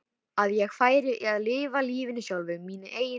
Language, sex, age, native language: Icelandic, female, 13, Icelandic